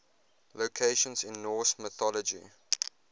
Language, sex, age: English, male, 21